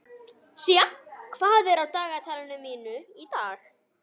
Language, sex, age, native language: Icelandic, male, 11, Icelandic